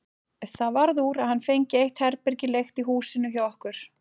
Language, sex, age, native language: Icelandic, female, 40-49, Icelandic